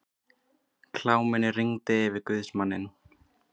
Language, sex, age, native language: Icelandic, female, 20-29, Icelandic